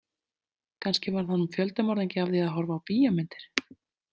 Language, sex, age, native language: Icelandic, female, 30-39, Icelandic